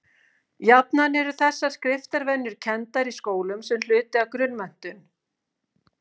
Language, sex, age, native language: Icelandic, female, 50-59, Icelandic